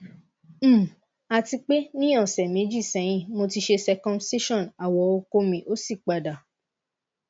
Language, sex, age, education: Yoruba, female, 15-29, tertiary